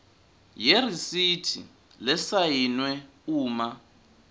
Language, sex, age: Swati, male, 20